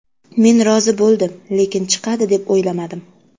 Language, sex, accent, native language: Uzbek, female, Qashqadaryo, Uzbek